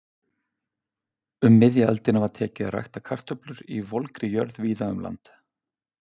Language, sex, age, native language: Icelandic, male, 50-59, Icelandic